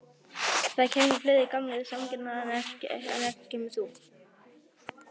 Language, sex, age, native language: Icelandic, female, 11, Icelandic